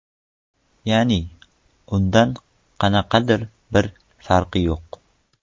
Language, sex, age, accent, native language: Uzbek, male, 12-17, Qoraqalpog'iston, Uzbek